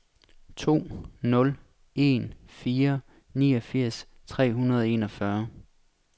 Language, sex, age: Danish, male, 26